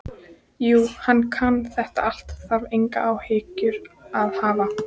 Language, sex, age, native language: Icelandic, female, 14, Icelandic